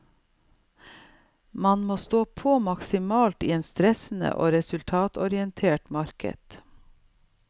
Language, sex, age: Norwegian, female, 55